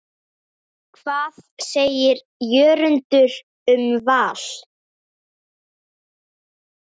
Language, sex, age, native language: Icelandic, female, 10, Icelandic